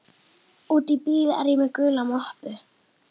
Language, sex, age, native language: Icelandic, female, 11, Icelandic